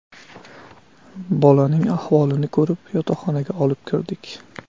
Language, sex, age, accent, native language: Uzbek, male, 25-34, Qashqadaryo, Uzbek